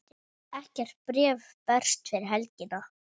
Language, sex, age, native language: Icelandic, female, 7, Icelandic